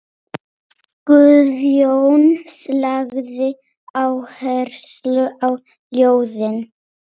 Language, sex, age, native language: Icelandic, female, 8, Polish